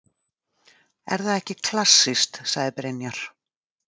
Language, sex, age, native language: Icelandic, female, 40-49, Icelandic